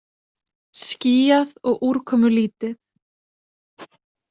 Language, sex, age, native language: Icelandic, female, 20-29, Icelandic